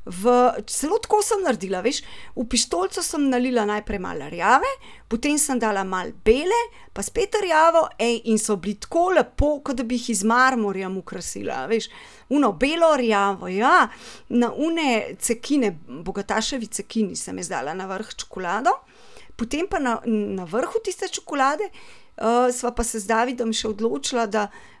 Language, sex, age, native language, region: Slovenian, female, 30-49, Slovenian, Central Slovenia